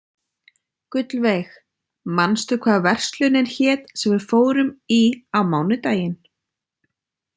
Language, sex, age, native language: Icelandic, female, 30-39, Icelandic